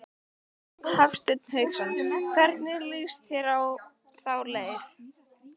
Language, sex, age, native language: Icelandic, female, 12, Icelandic